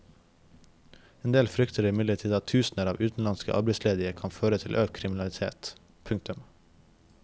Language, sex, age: Norwegian, male, 21